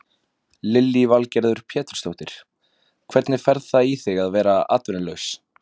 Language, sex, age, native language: Icelandic, male, 20-29, Icelandic